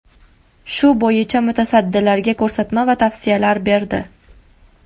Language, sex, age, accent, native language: Uzbek, female, 19-29, Farg'ona, Uzbek